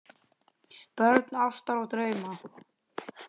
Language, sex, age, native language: Icelandic, male, 10, Icelandic